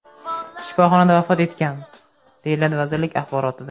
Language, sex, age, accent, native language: Uzbek, male, 18-24, Namangan, Uzbek